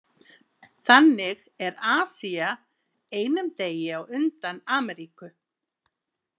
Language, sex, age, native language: Icelandic, female, 50-59, Icelandic